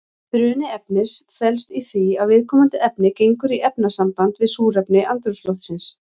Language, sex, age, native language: Icelandic, female, 40-49, Icelandic